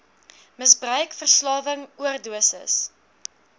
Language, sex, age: Afrikaans, female, 21